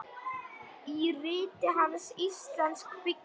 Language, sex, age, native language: Icelandic, female, 10, Icelandic